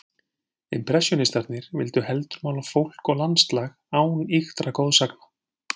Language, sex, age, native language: Icelandic, male, 40-49, Icelandic